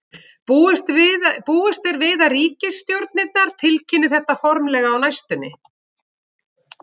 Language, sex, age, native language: Icelandic, female, 40-49, Icelandic